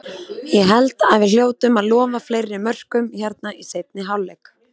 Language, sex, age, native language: Icelandic, female, 20-29, Icelandic